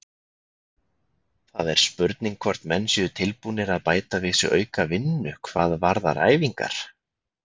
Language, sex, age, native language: Icelandic, male, 20-29, Icelandic